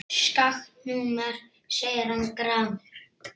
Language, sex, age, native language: Icelandic, male, 6, Icelandic